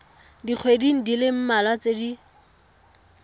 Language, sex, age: Tswana, female, 18